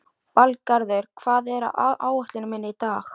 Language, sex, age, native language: Icelandic, female, 13, Icelandic